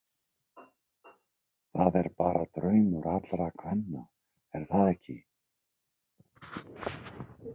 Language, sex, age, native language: Icelandic, male, 60-69, Icelandic